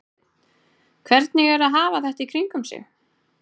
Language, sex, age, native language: Icelandic, female, 30-39, Icelandic